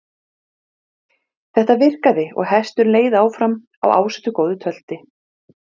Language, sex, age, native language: Icelandic, female, 40-49, Icelandic